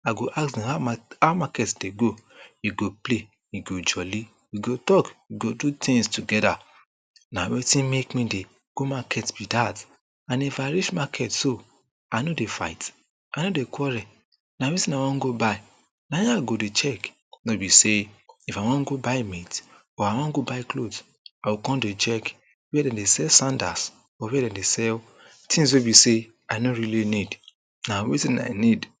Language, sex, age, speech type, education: Nigerian Pidgin, male, 30-45, spontaneous, tertiary